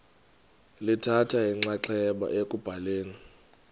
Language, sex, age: Xhosa, male, 32